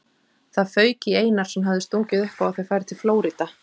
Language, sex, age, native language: Icelandic, female, 30-39, Icelandic